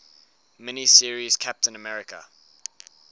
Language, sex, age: English, male, 19